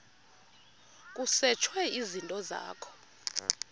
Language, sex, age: Xhosa, female, 32